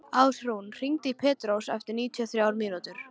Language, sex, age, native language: Icelandic, female, 13, Icelandic